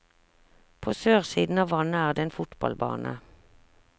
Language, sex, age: Norwegian, female, 46